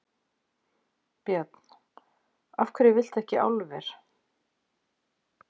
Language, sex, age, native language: Icelandic, female, 50-59, Icelandic